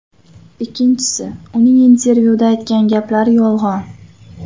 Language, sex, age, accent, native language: Uzbek, female, 25-34, Toshkent viloyati, Uzbek